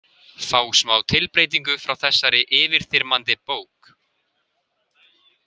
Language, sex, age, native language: Icelandic, male, 18-19, Icelandic